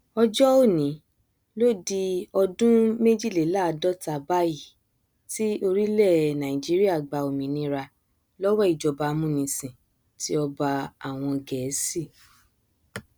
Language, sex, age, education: Yoruba, female, 30-45, tertiary